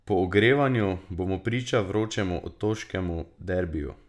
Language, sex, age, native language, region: Slovenian, male, 18-29, Slovenian, Drava region